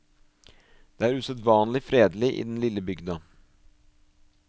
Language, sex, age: Norwegian, male, 24